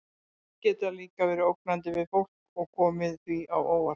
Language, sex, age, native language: Icelandic, female, 60-69, Icelandic